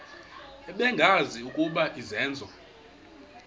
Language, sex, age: Xhosa, male, 21